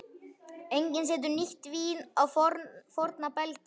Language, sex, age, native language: Icelandic, male, 11, Icelandic